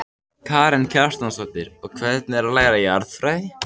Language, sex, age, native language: Icelandic, male, 14, Icelandic